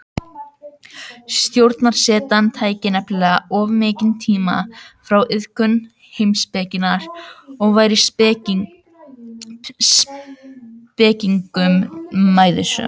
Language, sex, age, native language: Icelandic, other, 18-19, Icelandic